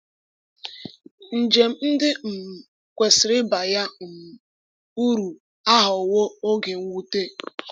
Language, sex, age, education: Igbo, female, 15-29, tertiary